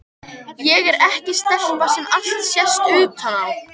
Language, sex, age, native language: Icelandic, female, 13, Icelandic